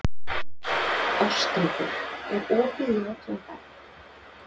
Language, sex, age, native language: Icelandic, female, 40-49, Icelandic